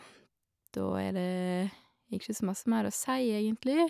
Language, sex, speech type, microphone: Norwegian, female, spontaneous, Shure